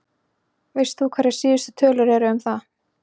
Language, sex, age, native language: Icelandic, female, 20-29, Icelandic